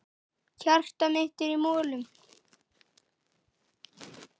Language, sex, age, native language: Icelandic, male, 9, Icelandic